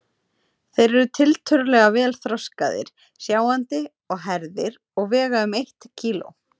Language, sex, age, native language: Icelandic, female, 30-39, Icelandic